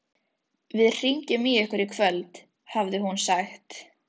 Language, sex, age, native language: Icelandic, female, 13, Icelandic